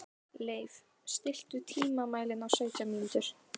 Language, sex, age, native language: Icelandic, female, 12, Icelandic